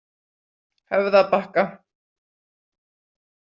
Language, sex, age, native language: Icelandic, female, 40-49, Icelandic